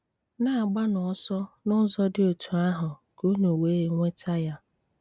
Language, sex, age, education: Igbo, female, 30-45, tertiary